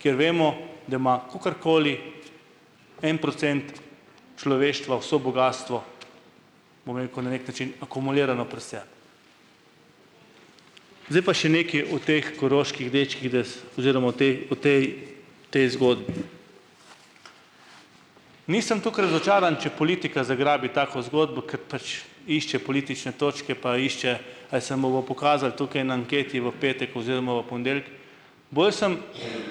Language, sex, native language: Slovenian, male, Slovenian